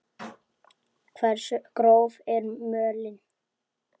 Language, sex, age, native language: Icelandic, female, 8, Icelandic